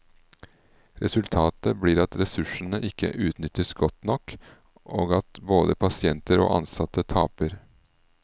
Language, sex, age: Norwegian, male, 38